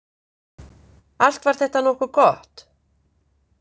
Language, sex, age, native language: Icelandic, female, 50-59, Icelandic